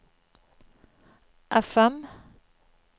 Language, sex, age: Norwegian, female, 52